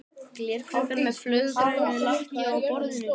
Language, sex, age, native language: Icelandic, male, 12, Icelandic